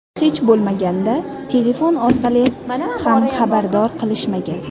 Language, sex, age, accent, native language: Uzbek, female, under 19, Sirdaryo, Uzbek